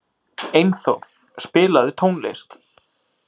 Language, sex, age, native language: Icelandic, male, 30-39, Icelandic